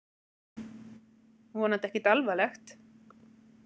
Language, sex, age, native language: Icelandic, female, 40-49, Icelandic